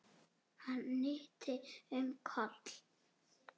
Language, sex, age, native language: Icelandic, female, 6, Icelandic